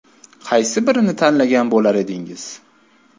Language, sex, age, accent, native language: Uzbek, male, 25-34, Toshkent viloyati, Uzbek